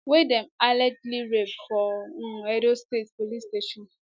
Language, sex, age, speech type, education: Nigerian Pidgin, female, 15-29, spontaneous, tertiary